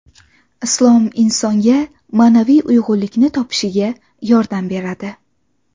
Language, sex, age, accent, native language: Uzbek, female, 18-24, Farg'ona, Uzbek